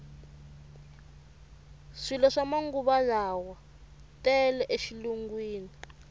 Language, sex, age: Tsonga, female, 24